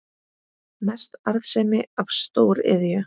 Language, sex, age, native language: Icelandic, female, 18-19, Icelandic